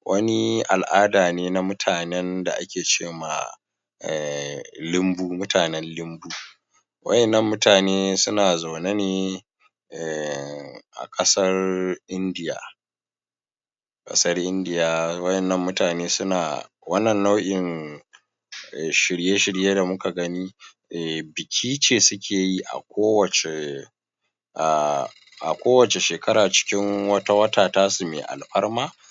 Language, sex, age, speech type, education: Hausa, male, 15-29, spontaneous, tertiary